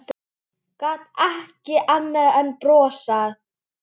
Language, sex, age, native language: Icelandic, female, 10, Icelandic